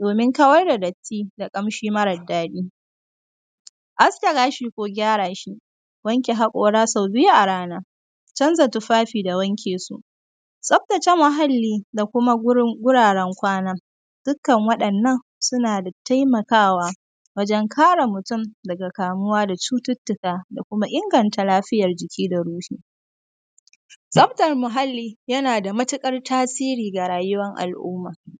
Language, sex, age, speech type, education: Hausa, female, 15-29, spontaneous, primary